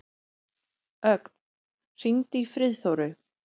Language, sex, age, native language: Icelandic, female, 30-39, Icelandic